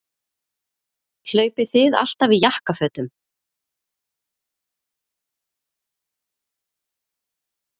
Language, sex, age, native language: Icelandic, female, 30-39, Icelandic